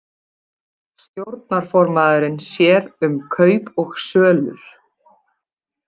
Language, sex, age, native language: Icelandic, female, 20-29, Icelandic